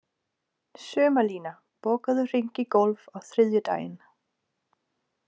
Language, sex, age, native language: Icelandic, female, 40-49, Danish